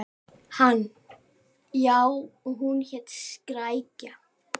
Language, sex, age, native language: Icelandic, female, 11, Icelandic